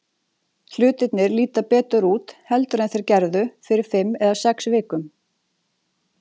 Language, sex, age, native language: Icelandic, female, 40-49, Icelandic